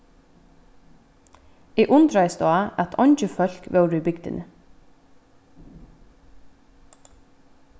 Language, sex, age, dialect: Faroese, female, 15-35, Vágar